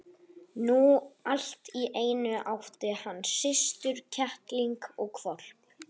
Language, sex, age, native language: Icelandic, male, 11, Icelandic